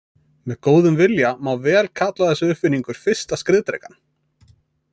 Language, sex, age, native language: Icelandic, male, 20-29, Icelandic